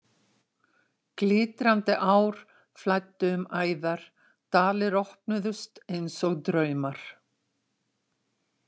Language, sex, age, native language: Icelandic, female, 60-69, Icelandic